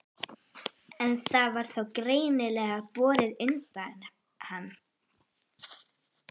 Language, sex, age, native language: Icelandic, female, 12, Icelandic